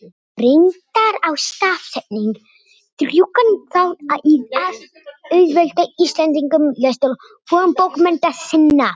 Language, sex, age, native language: Icelandic, other, 18-19, Icelandic